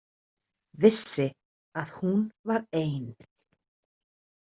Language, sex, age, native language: Icelandic, female, 30-39, Icelandic